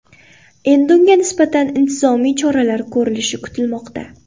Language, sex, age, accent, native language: Uzbek, female, 18-24, Qoraqalpog'iston, Uzbek